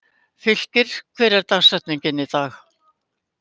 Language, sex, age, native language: Icelandic, female, 80-89, Icelandic